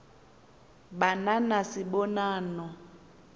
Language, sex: Xhosa, female